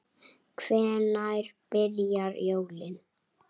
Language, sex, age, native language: Icelandic, female, 8, Icelandic